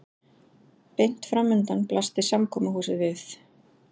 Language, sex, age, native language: Icelandic, female, 40-49, Icelandic